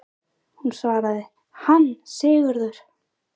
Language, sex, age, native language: Icelandic, female, 20-29, Icelandic